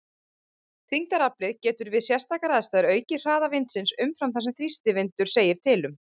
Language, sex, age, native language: Icelandic, female, 30-39, Icelandic